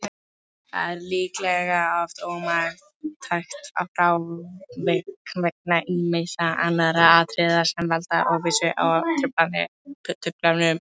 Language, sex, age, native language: Icelandic, female, 18-19, Icelandic